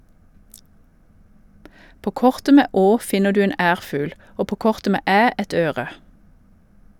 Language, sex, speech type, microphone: Norwegian, female, read, Shure